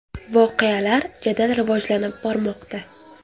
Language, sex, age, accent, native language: Uzbek, female, under 19, Qoraqalpog'iston, Uzbek